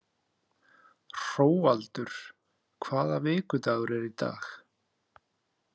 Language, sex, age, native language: Icelandic, male, 30-39, Icelandic